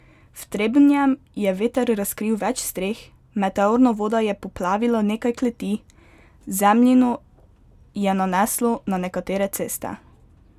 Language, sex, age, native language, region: Slovenian, female, 12-17, Slovenian, Pomurje region